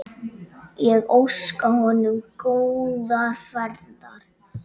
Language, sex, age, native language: Icelandic, male, 9, Icelandic